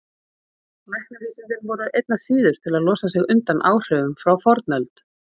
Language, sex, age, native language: Icelandic, female, 40-49, Icelandic